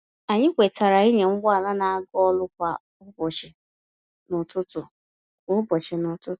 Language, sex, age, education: Igbo, female, 15-29, tertiary